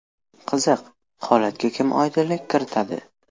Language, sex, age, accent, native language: Uzbek, male, 12-17, Toshkent viloyati, Uzbek